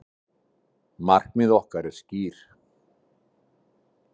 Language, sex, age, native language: Icelandic, male, 60-69, Icelandic